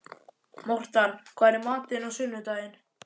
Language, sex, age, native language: Icelandic, male, 11, Icelandic